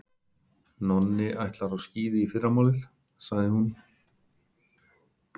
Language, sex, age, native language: Icelandic, male, 50-59, Icelandic